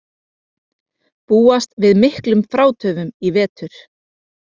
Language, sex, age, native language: Icelandic, female, 30-39, Icelandic